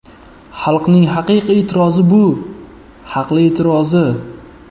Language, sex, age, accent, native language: Uzbek, male, 25-34, Qashqadaryo, Uzbek